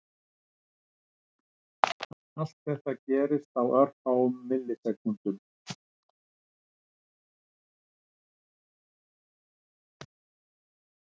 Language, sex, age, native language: Icelandic, male, 60-69, Icelandic